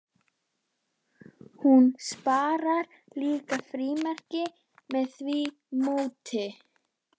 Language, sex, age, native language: Icelandic, female, 12, Icelandic